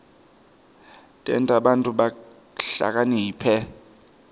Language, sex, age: Swati, male, 23